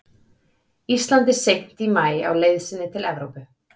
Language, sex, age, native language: Icelandic, female, 30-39, Icelandic